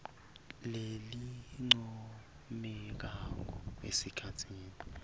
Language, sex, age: Swati, male, 23